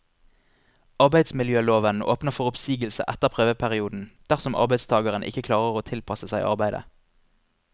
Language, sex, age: Norwegian, male, 25